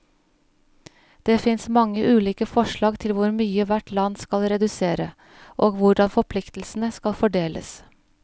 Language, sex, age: Norwegian, female, 41